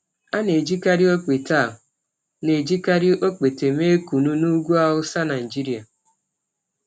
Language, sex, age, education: Igbo, female, 30-45, tertiary